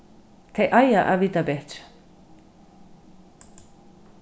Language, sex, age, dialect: Faroese, female, 36-60, Norðurstreymoy/Eysturoy